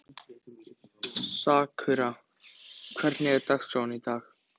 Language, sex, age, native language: Icelandic, male, 14, Icelandic